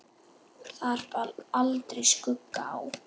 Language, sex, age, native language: Icelandic, male, 8, Icelandic